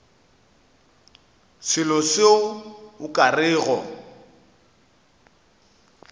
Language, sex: Northern Sotho, male